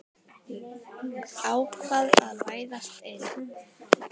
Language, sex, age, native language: Icelandic, female, 10, Icelandic